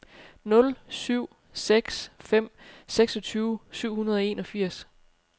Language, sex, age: Danish, female, 30